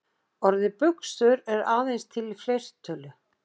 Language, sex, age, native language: Icelandic, female, 60-69, Icelandic